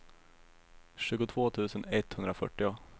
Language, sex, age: Swedish, male, 21